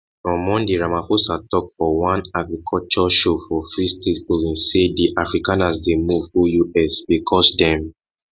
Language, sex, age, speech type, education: Nigerian Pidgin, male, 15-29, spontaneous, tertiary